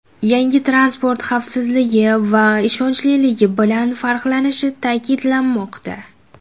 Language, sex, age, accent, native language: Uzbek, female, under 19, Jizzax, Uzbek